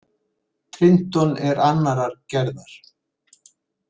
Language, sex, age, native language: Icelandic, male, 70-79, Icelandic